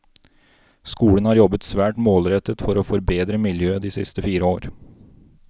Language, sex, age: Norwegian, male, 29